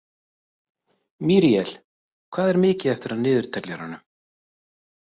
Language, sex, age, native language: Icelandic, male, 30-39, Icelandic